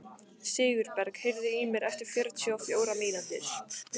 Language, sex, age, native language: Icelandic, female, 15, Icelandic